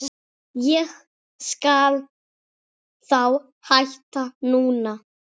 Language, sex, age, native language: Icelandic, male, 6, Icelandic